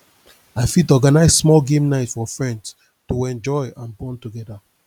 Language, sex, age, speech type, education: Nigerian Pidgin, male, 30-45, spontaneous, tertiary